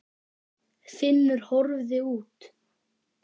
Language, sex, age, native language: Icelandic, female, 9, Icelandic